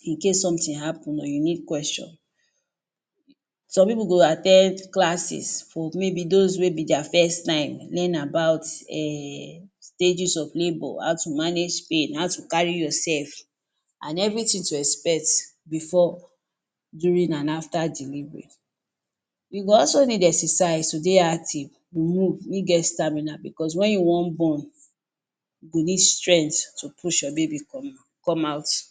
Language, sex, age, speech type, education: Nigerian Pidgin, female, 30-45, spontaneous, tertiary